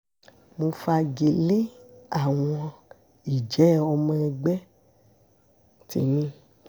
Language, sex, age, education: Yoruba, female, 46-60, secondary